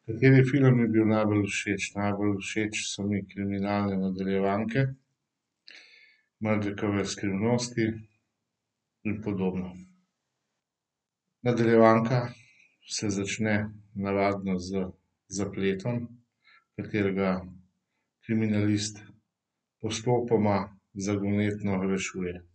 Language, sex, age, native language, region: Slovenian, male, 50-59, Slovenian, Central Slovenia